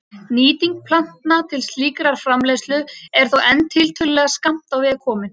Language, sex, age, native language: Icelandic, female, 30-39, Icelandic